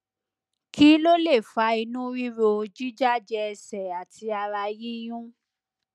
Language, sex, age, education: Yoruba, female, 30-45, tertiary